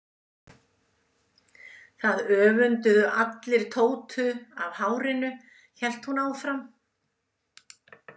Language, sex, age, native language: Icelandic, female, 70-79, Icelandic